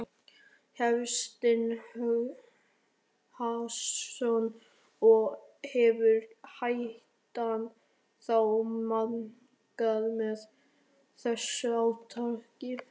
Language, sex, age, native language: Icelandic, male, 13, Icelandic